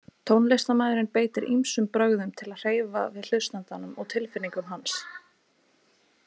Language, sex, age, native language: Icelandic, female, 20-29, Icelandic